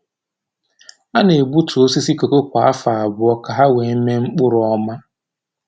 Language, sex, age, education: Igbo, male, 15-29, tertiary